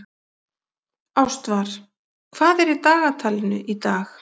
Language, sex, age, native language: Icelandic, female, 40-49, Icelandic